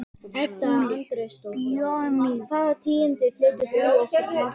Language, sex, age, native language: Icelandic, male, 10, Icelandic